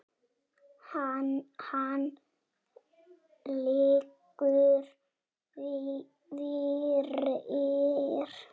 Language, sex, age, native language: Icelandic, female, 7, Icelandic